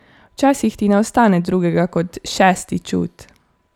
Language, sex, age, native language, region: Slovenian, female, 18-29, Slovenian, Savinja region